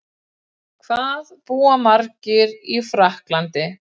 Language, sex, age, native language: Icelandic, female, 40-49, Icelandic